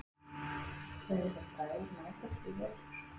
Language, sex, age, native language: Icelandic, female, 40-49, Icelandic